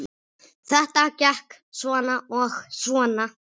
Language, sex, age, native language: Icelandic, male, 6, Icelandic